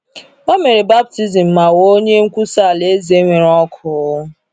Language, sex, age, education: Igbo, female, 15-29, tertiary